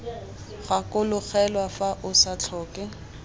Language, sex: Tswana, female